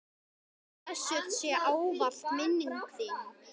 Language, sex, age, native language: Icelandic, male, 10, Icelandic